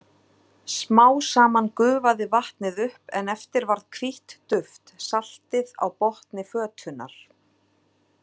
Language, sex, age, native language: Icelandic, female, 30-39, Icelandic